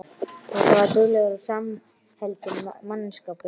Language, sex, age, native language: Icelandic, male, 12, Icelandic